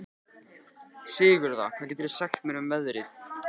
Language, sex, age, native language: Icelandic, male, 14, Icelandic